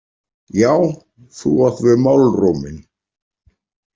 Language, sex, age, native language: Icelandic, male, 40-49, Icelandic